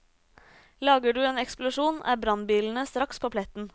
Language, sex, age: Norwegian, female, 26